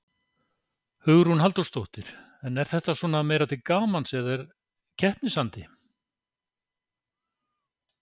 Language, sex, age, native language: Icelandic, male, 60-69, Icelandic